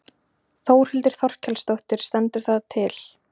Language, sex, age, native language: Icelandic, female, 20-29, Icelandic